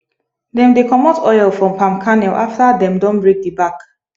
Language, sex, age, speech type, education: Nigerian Pidgin, female, 15-29, spontaneous, tertiary